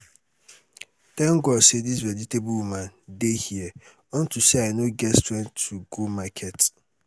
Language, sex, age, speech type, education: Nigerian Pidgin, male, 30-45, spontaneous, tertiary